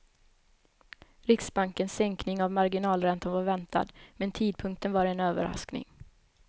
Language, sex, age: Swedish, female, 21